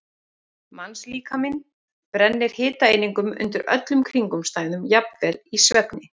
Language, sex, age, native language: Icelandic, female, 40-49, Icelandic